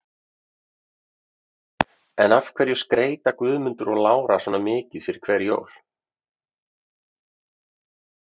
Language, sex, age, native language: Icelandic, male, 30-39, Icelandic